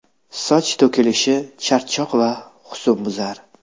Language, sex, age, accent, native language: Uzbek, male, 25-34, Namangan, Uzbek